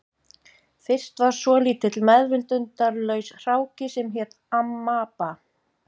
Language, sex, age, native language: Icelandic, female, 50-59, Icelandic